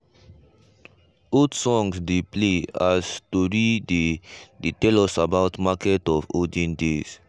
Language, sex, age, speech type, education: Nigerian Pidgin, male, 15-29, spontaneous, tertiary